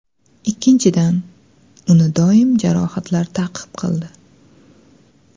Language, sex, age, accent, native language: Uzbek, female, 25-34, Andijon, Uzbek